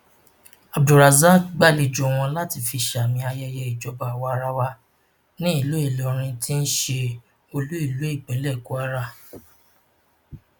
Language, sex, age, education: Yoruba, male, 15-29, tertiary